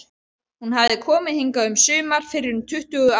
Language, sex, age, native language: Icelandic, male, 12, Icelandic